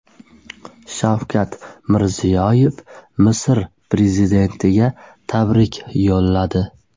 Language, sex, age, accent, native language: Uzbek, male, 18-24, Buxoro, Uzbek